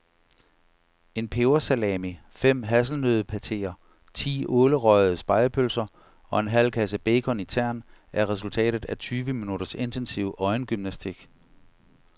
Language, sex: Danish, male